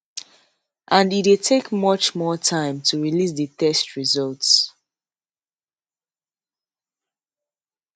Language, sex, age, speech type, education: Nigerian Pidgin, female, 15-29, spontaneous, tertiary